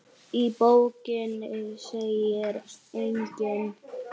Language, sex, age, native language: Icelandic, female, 9, Icelandic